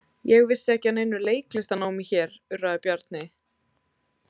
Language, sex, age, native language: Icelandic, female, 20-29, Icelandic